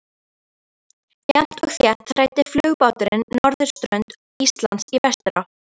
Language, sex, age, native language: Icelandic, female, 13, Icelandic